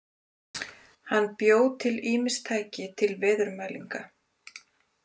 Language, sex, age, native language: Icelandic, female, 40-49, Icelandic